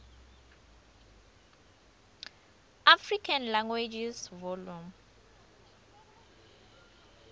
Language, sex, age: Swati, female, 24